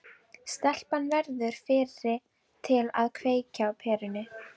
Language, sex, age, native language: Icelandic, female, 12, Icelandic